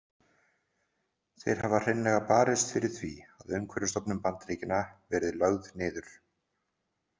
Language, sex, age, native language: Icelandic, male, 40-49, Icelandic